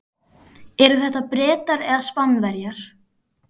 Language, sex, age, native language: Icelandic, female, 12, Icelandic